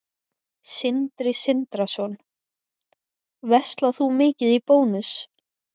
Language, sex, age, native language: Icelandic, female, 20-29, Icelandic